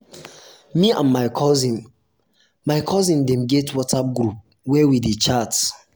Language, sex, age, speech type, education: Nigerian Pidgin, male, 15-29, spontaneous, tertiary